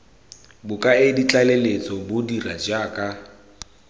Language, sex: Tswana, male